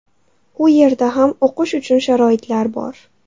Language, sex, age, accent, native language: Uzbek, female, 12-17, Namangan, Uzbek